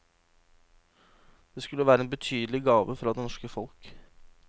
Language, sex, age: Norwegian, male, 26